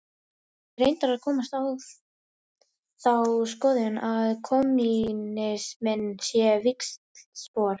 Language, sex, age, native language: Icelandic, female, 18-19, Icelandic